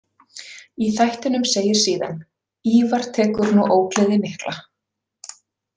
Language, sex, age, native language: Icelandic, female, 40-49, Icelandic